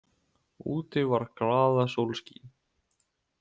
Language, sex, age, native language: Icelandic, male, 18-19, Icelandic